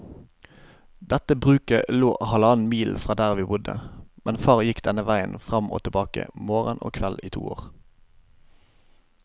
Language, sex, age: Norwegian, male, 25